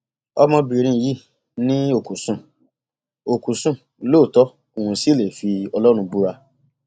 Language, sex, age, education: Yoruba, male, 30-45, tertiary